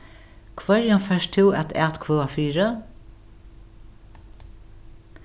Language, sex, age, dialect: Faroese, female, 61+, Norðuroyggjar